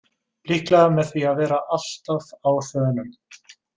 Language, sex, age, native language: Icelandic, male, 20-29, Icelandic